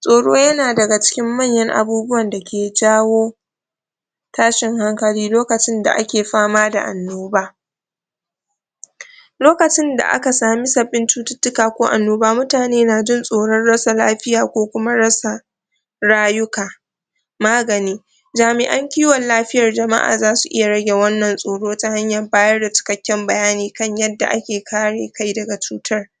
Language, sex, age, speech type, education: Hausa, female, 46-60, spontaneous, tertiary